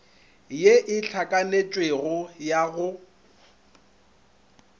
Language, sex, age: Northern Sotho, male, 25